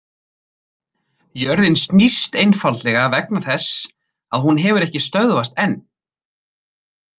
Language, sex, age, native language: Icelandic, male, 30-39, Icelandic